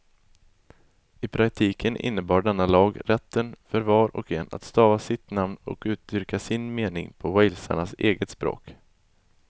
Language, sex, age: Swedish, male, 20